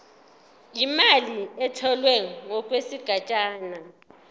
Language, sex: Zulu, female